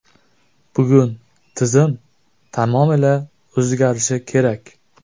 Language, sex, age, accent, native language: Uzbek, male, 18-24, Jizzax, Uzbek